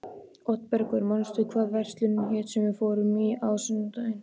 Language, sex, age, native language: Icelandic, male, 12, Icelandic